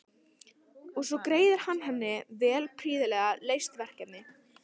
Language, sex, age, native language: Icelandic, female, 14, Italian